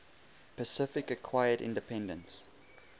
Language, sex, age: English, male, 20